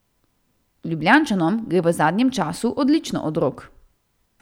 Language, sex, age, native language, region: Slovenian, female, 18-29, Slovenian, Central Slovenia